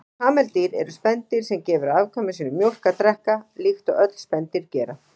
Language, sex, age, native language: Icelandic, female, 40-49, Icelandic